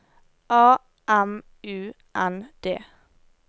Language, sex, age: Norwegian, female, 18